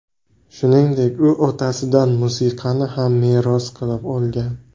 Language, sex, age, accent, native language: Uzbek, male, 18-24, Buxoro, Uzbek